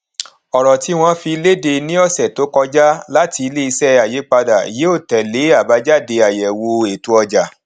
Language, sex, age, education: Yoruba, male, 30-45, tertiary